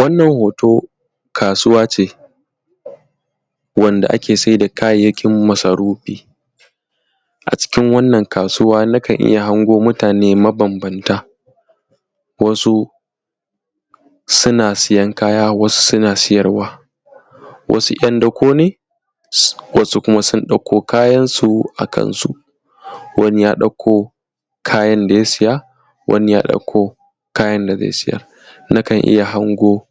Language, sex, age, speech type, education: Hausa, male, 15-29, spontaneous, tertiary